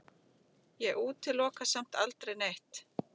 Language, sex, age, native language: Icelandic, male, 7, Icelandic